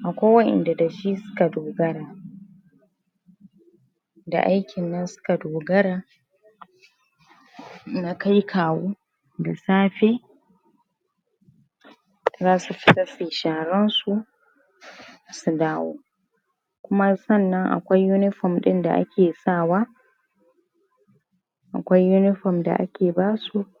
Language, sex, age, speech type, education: Hausa, female, 15-29, spontaneous, primary